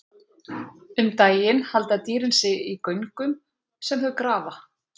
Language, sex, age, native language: Icelandic, female, 40-49, Icelandic